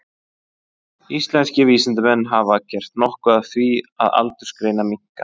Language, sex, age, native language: Icelandic, male, 20-29, Icelandic